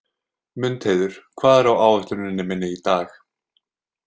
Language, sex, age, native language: Icelandic, male, 20-29, Icelandic